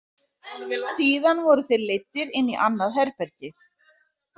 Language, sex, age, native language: Icelandic, female, 40-49, Icelandic